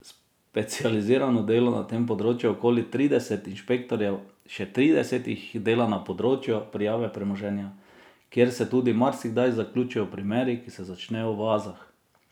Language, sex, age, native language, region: Slovenian, male, 30-49, Slovenian, Drava region